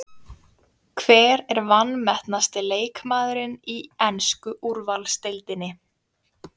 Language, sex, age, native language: Icelandic, female, 20-29, Icelandic